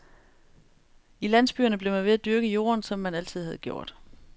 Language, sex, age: Danish, female, 35